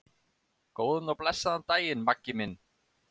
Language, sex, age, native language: Icelandic, male, 30-39, Icelandic